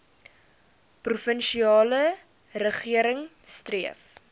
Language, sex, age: Afrikaans, female, 19